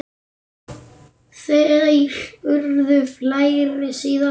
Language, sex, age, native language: Icelandic, male, 9, Icelandic